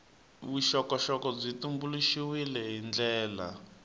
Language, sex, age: Tsonga, male, 19